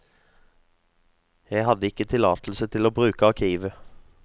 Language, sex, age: Norwegian, male, 22